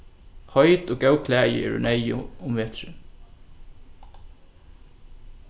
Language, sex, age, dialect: Faroese, male, 15-35, Norðurstreymoy/Eysturoy